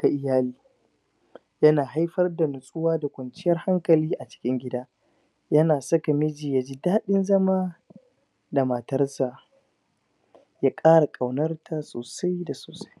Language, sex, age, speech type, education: Hausa, male, 15-29, spontaneous, primary